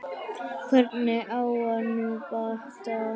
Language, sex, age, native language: Icelandic, female, 9, Icelandic